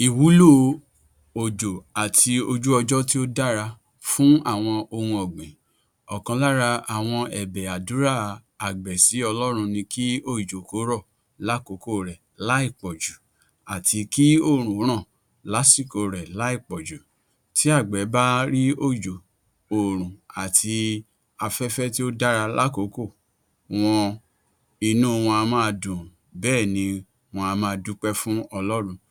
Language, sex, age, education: Yoruba, male, 46-60, tertiary